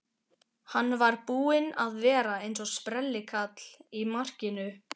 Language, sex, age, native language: Icelandic, male, 12, Icelandic